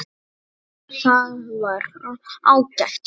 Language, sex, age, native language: Icelandic, male, 8, Icelandic